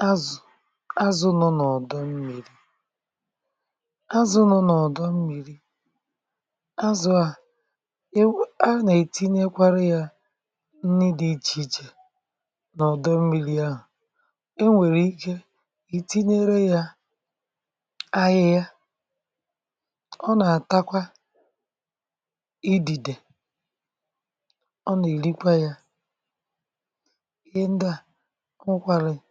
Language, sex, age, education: Igbo, female, 30-45, tertiary